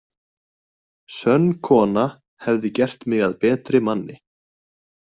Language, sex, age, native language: Icelandic, male, 20-29, Icelandic